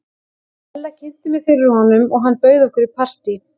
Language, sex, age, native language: Icelandic, female, 18-19, Icelandic